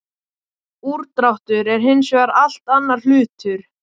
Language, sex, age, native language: Icelandic, male, 18-19, Icelandic